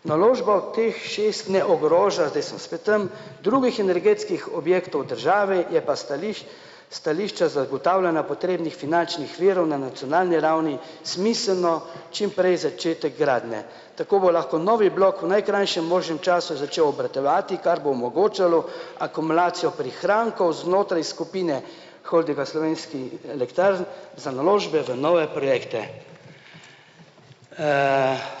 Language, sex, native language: Slovenian, male, Slovenian